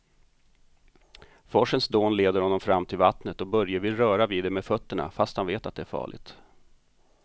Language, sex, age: Swedish, male, 45